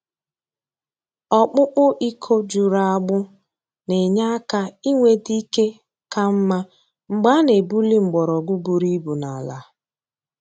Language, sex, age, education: Igbo, female, 30-45, tertiary